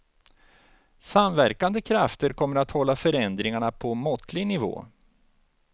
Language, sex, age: Swedish, male, 49